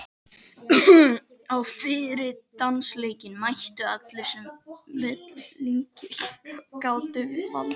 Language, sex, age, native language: Icelandic, other, 12, Icelandic